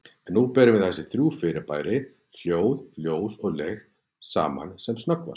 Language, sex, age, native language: Icelandic, male, 40-49, Icelandic